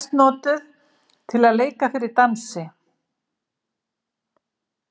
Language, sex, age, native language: Icelandic, female, 70-79, Icelandic